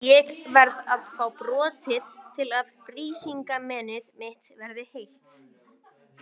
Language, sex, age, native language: Icelandic, male, 18-19, Icelandic